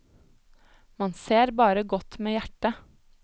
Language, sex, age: Norwegian, female, 25